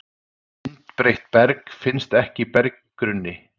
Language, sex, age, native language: Icelandic, male, 30-39, Icelandic